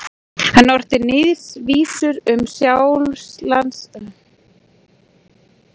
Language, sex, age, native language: Icelandic, female, 40-49, Icelandic